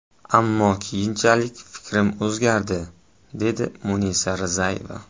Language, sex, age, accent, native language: Uzbek, male, 18-24, Samarqand, Uzbek